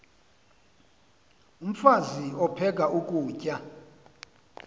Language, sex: Xhosa, male